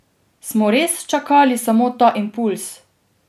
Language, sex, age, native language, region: Slovenian, female, 18-29, Slovenian, Drava region